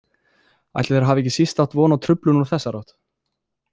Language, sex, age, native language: Icelandic, male, 20-29, Icelandic